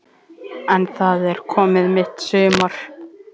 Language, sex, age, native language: Icelandic, male, 11, Icelandic